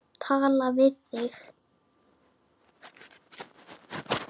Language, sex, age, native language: Icelandic, female, 9, Icelandic